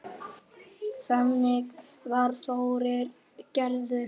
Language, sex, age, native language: Icelandic, male, 8, Icelandic